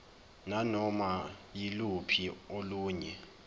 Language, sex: Zulu, male